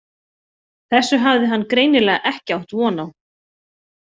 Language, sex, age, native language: Icelandic, female, 40-49, Icelandic